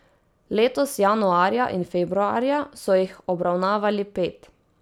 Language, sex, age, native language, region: Slovenian, female, 18-29, Slovenian, Savinja region